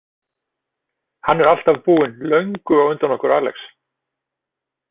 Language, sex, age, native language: Icelandic, male, 40-49, Icelandic